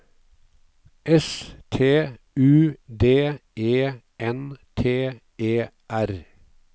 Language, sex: Norwegian, male